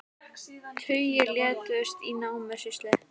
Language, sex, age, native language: Icelandic, female, 18-19, Icelandic